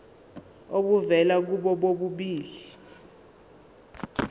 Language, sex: Zulu, female